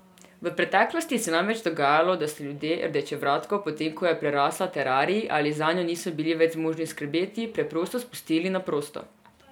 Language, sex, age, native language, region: Slovenian, female, 18-29, Serbian, Drava region